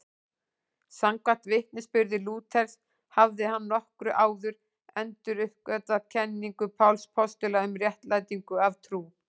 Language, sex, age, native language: Icelandic, female, 18-19, Icelandic